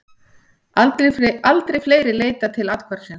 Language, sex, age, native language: Icelandic, female, 40-49, Icelandic